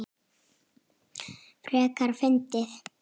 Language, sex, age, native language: Icelandic, female, 8, Icelandic